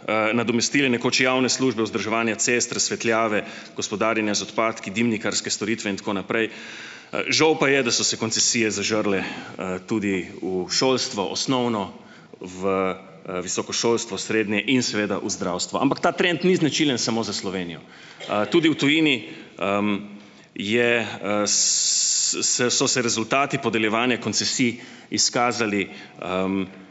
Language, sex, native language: Slovenian, male, Slovenian